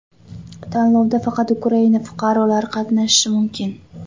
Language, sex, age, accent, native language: Uzbek, female, 25-34, Toshkent viloyati, Uzbek